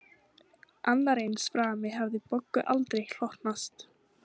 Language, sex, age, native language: Icelandic, female, 18-19, Icelandic